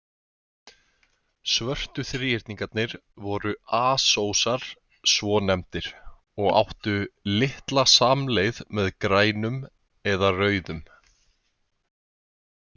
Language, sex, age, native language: Icelandic, male, 20-29, Icelandic